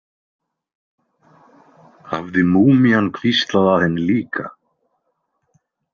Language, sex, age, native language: Icelandic, male, 20-29, Icelandic